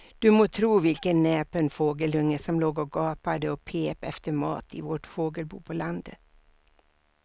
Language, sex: Swedish, female